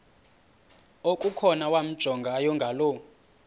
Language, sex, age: Xhosa, male, 31